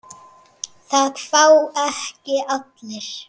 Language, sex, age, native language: Icelandic, female, 7, Icelandic